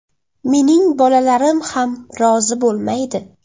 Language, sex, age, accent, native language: Uzbek, female, 19-29, Jizzax, Uzbek